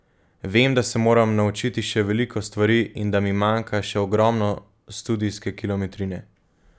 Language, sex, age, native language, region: Slovenian, male, 18-29, Slovenian, Gorenjska region